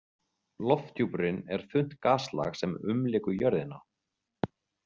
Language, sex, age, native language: Icelandic, male, 40-49, Icelandic